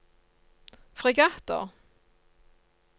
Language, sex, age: Norwegian, female, 54